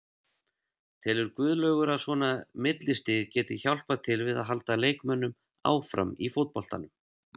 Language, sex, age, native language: Icelandic, male, 30-39, Icelandic